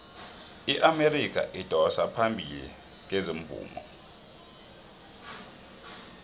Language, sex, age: South Ndebele, male, 26